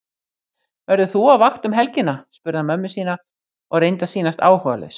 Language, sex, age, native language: Icelandic, female, 60-69, Icelandic